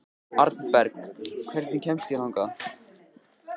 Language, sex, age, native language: Icelandic, male, 14, Icelandic